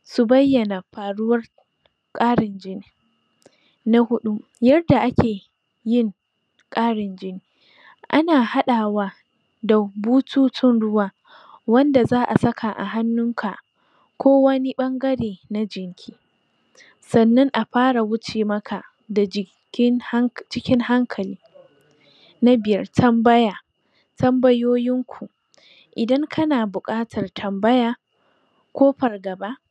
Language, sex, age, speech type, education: Hausa, female, 46-60, spontaneous, tertiary